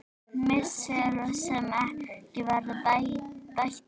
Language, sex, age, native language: Icelandic, female, 9, Icelandic